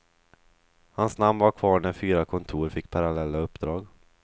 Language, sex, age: Swedish, male, 23